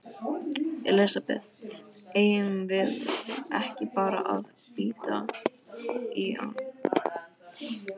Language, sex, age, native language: Icelandic, female, 12, Icelandic